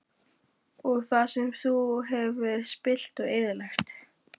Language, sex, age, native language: Icelandic, female, 12, Icelandic